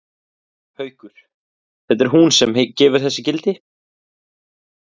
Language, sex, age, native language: Icelandic, male, 20-29, Icelandic